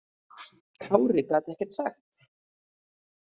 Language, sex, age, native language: Icelandic, female, 30-39, Icelandic